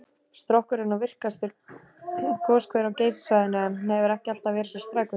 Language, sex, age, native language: Icelandic, female, 30-39, Icelandic